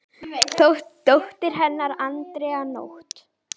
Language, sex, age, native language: Icelandic, female, 10, Icelandic